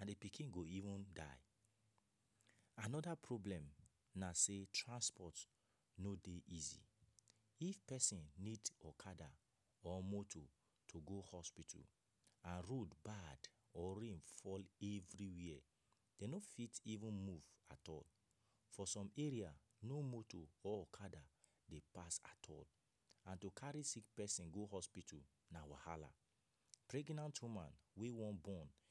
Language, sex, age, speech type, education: Nigerian Pidgin, male, 15-29, spontaneous, tertiary